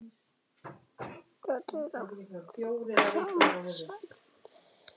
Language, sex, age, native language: Icelandic, male, 7, Icelandic